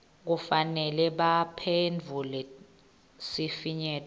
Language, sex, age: Swati, female, 21